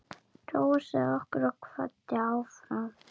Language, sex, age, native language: Icelandic, female, 7, Icelandic